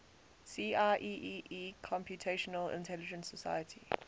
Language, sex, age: English, female, 19